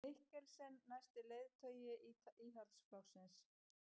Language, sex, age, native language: Icelandic, female, 50-59, Icelandic